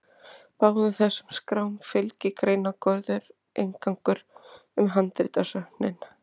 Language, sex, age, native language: Icelandic, female, 30-39, Icelandic